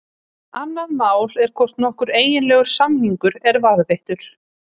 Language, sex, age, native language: Icelandic, female, 30-39, Icelandic